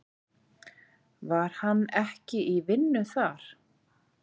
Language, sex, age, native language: Icelandic, female, 40-49, Icelandic